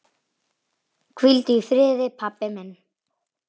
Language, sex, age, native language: Icelandic, female, 9, Icelandic